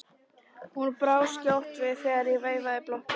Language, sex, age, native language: Icelandic, female, 13, Icelandic